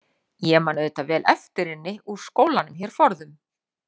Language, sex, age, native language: Icelandic, female, 40-49, Icelandic